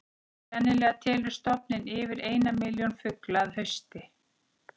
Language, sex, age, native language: Icelandic, female, 40-49, Icelandic